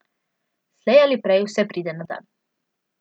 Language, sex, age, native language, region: Slovenian, female, 12-17, Slovenian, Central Slovenia